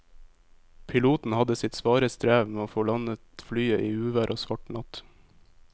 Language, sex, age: Norwegian, male, 22